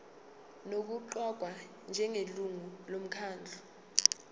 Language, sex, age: Zulu, female, 19